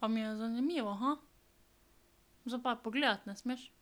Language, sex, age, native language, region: Slovenian, female, 12-17, Slovenian, Drava region